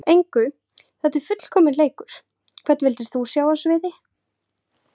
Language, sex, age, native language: Icelandic, female, 20-29, Icelandic